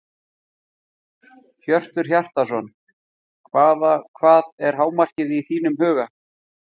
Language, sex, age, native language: Icelandic, male, 50-59, Icelandic